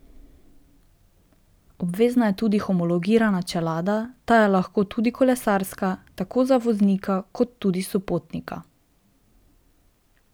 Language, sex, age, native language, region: Slovenian, female, 18-29, Slovenian, Drava region